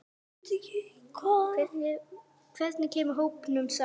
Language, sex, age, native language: Icelandic, female, 9, Icelandic